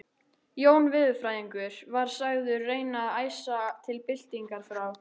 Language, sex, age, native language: Icelandic, female, 13, Icelandic